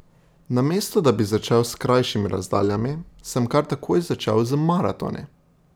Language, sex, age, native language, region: Slovenian, male, 18-29, Slovenian, Drava region